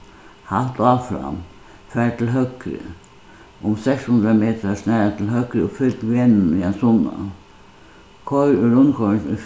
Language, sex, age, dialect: Faroese, female, 61+, Suðuroy